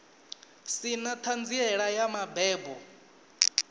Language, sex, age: Venda, male, 19